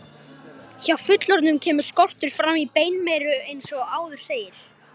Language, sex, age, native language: Icelandic, female, 40-49, Icelandic